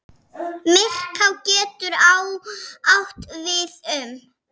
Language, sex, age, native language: Icelandic, female, 6, Icelandic